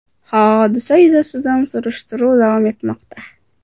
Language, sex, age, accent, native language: Uzbek, female, 12-17, Farg'ona, Uzbek